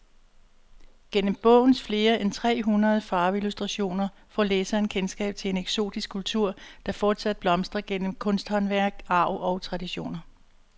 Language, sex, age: Danish, female, 62